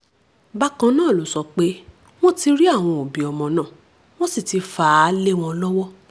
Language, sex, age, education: Yoruba, female, 15-29, tertiary